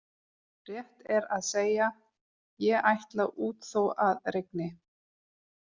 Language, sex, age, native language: Icelandic, female, 40-49, Icelandic